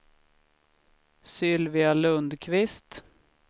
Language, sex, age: Swedish, female, 33